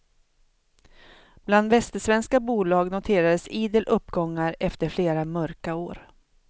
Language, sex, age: Swedish, female, 42